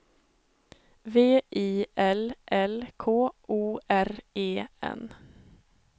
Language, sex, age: Swedish, female, 21